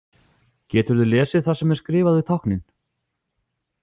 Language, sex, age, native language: Icelandic, male, 40-49, Icelandic